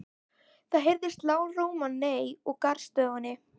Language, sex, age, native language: Icelandic, female, 11, Icelandic